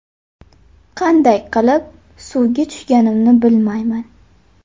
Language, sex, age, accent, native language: Uzbek, female, under 19, Toshkent shahri, Uzbek